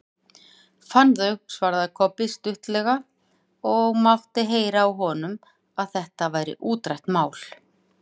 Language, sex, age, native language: Icelandic, female, 40-49, Icelandic